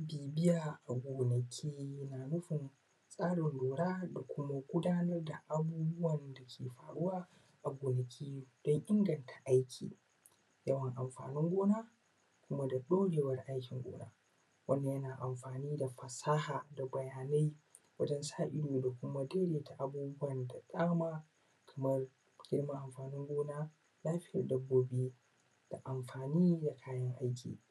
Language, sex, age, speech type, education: Hausa, male, 15-29, spontaneous, tertiary